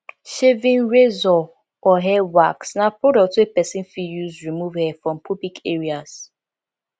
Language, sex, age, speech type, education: Nigerian Pidgin, female, 15-29, spontaneous, tertiary